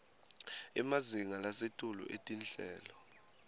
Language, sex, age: Swati, male, 18